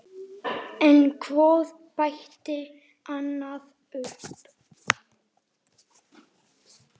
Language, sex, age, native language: Icelandic, male, 8, Icelandic